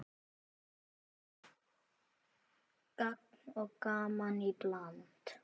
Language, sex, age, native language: Icelandic, male, 9, Icelandic